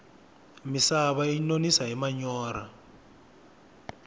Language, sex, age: Tsonga, male, 21